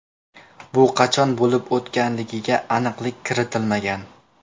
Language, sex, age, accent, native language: Uzbek, male, 18-24, Namangan, Uzbek